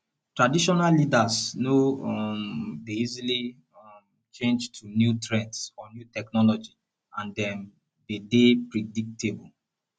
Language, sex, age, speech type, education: Nigerian Pidgin, male, 15-29, spontaneous, tertiary